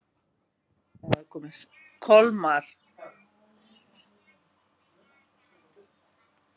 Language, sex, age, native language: Icelandic, female, 50-59, Icelandic